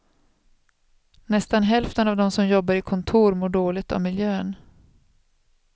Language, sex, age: Swedish, female, 36